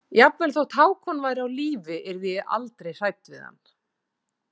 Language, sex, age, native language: Icelandic, female, 40-49, Icelandic